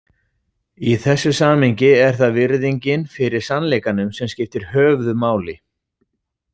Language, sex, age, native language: Icelandic, male, 40-49, Icelandic